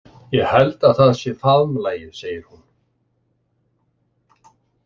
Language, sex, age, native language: Icelandic, male, 60-69, Icelandic